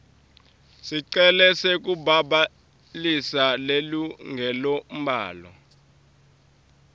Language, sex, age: Swati, male, 23